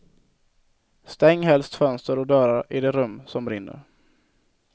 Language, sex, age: Swedish, male, 22